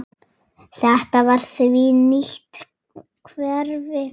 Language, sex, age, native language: Icelandic, female, 8, Icelandic